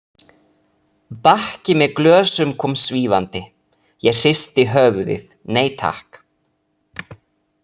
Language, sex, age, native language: Icelandic, male, 30-39, Italian